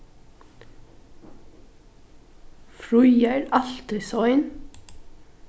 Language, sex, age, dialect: Faroese, female, 15-35, Norðuroyggjar